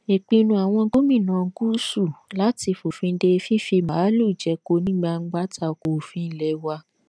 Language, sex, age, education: Yoruba, female, 15-29, tertiary